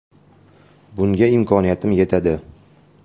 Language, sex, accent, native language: Uzbek, male, Toshkent shahri, Uzbek